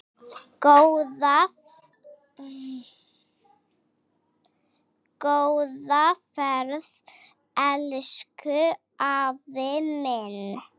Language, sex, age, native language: Icelandic, female, 7, Icelandic